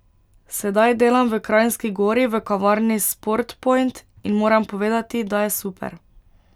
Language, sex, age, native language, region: Slovenian, female, 18-29, Slovenian, Pomurje region